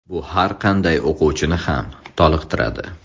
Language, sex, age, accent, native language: Uzbek, male, 18-24, Samarqand, Uzbek